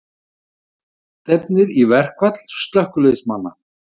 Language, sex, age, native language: Icelandic, male, 50-59, Icelandic